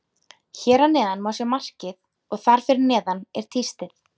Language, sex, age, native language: Icelandic, female, 30-39, Icelandic